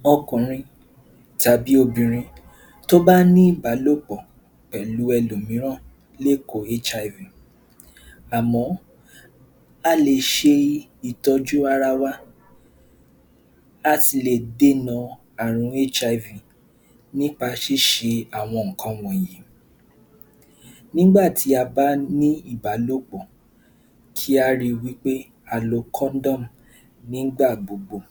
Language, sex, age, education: Yoruba, male, 15-29, tertiary